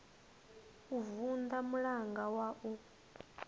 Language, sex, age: Venda, female, 21